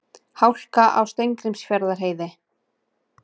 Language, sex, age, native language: Icelandic, female, 30-39, Icelandic